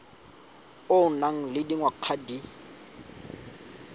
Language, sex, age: Tswana, male, 25